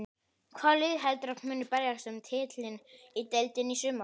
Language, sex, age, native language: Icelandic, male, 18-19, Icelandic